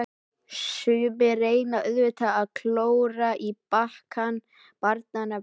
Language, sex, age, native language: Icelandic, male, 12, Icelandic